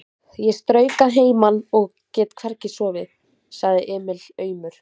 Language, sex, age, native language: Icelandic, female, 20-29, Icelandic